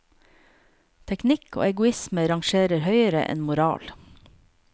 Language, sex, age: Norwegian, female, 48